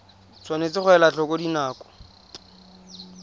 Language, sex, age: Tswana, male, 20